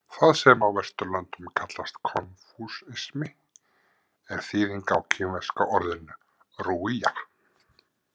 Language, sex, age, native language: Icelandic, male, 50-59, Icelandic